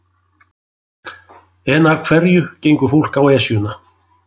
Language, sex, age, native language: Icelandic, male, 60-69, Icelandic